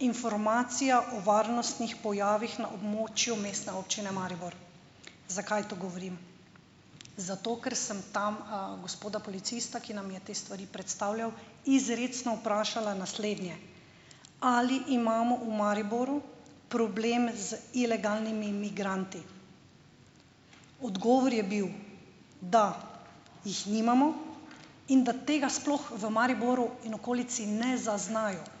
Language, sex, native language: Slovenian, female, Slovenian